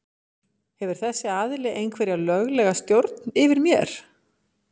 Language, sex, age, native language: Icelandic, female, 50-59, Icelandic